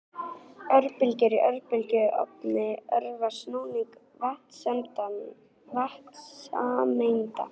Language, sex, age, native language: Icelandic, female, 18-19, Icelandic